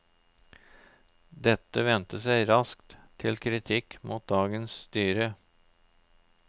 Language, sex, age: Norwegian, male, 34